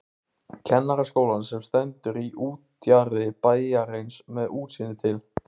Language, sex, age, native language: Icelandic, male, 15, Icelandic